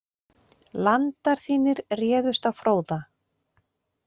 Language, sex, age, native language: Icelandic, female, 40-49, Icelandic